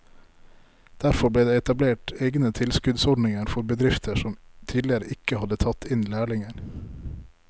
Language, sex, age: Norwegian, male, 33